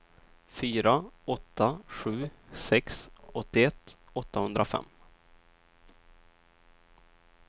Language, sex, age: Swedish, male, 23